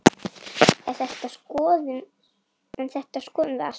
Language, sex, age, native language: Icelandic, female, 9, Icelandic